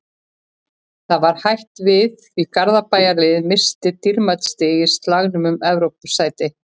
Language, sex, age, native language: Icelandic, female, 40-49, Icelandic